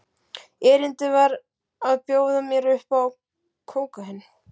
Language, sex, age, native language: Icelandic, male, 12, Icelandic